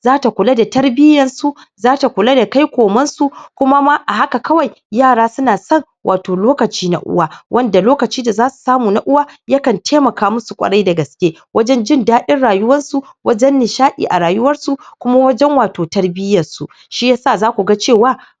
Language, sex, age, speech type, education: Hausa, female, 46-60, spontaneous, tertiary